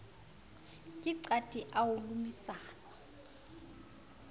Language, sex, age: Southern Sotho, female, 35